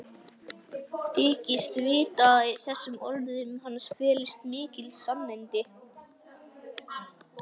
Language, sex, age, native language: Icelandic, male, 11, Icelandic